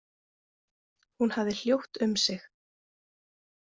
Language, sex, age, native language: Icelandic, female, 20-29, Icelandic